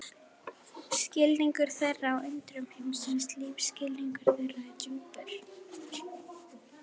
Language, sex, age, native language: Icelandic, female, 11, Icelandic